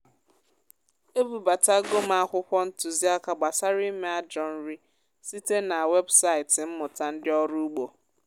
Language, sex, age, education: Igbo, female, 15-29, tertiary